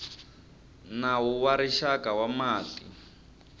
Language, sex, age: Tsonga, male, 25